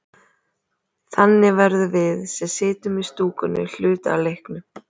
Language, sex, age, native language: Icelandic, female, 30-39, Icelandic